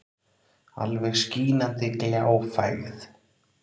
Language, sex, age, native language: Icelandic, male, 30-39, Icelandic